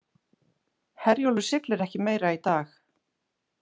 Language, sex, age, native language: Icelandic, female, 40-49, Icelandic